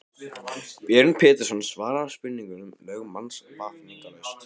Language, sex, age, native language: Icelandic, male, 15, Icelandic